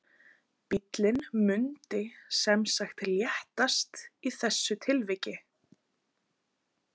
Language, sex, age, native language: Icelandic, other, 20-29, Icelandic